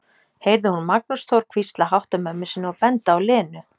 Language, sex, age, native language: Icelandic, female, 30-39, Icelandic